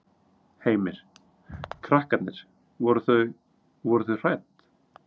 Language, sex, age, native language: Icelandic, male, 30-39, Icelandic